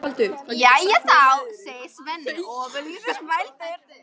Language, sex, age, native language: Icelandic, female, 13, Icelandic